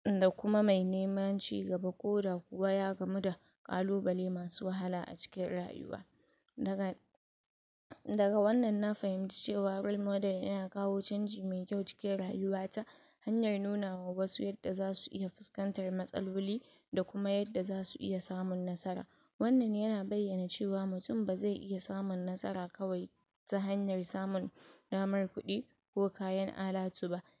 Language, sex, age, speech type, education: Hausa, female, 46-60, spontaneous, tertiary